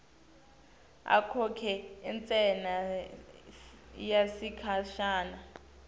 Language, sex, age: Swati, female, 19